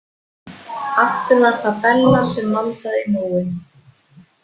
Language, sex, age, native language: Icelandic, female, 30-39, Icelandic